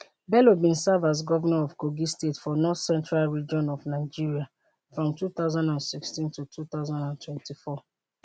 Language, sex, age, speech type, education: Nigerian Pidgin, female, 30-45, spontaneous, tertiary